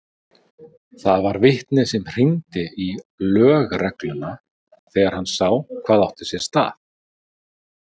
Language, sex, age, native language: Icelandic, male, 40-49, Icelandic